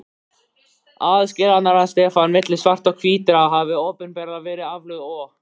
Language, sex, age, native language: Icelandic, male, 13, Icelandic